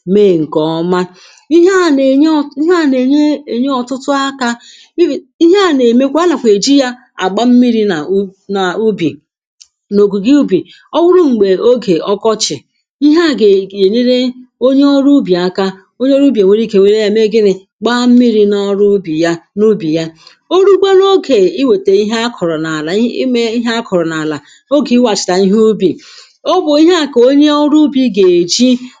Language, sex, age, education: Igbo, female, 46-60, secondary